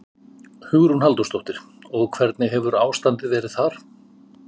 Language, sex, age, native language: Icelandic, male, 50-59, Icelandic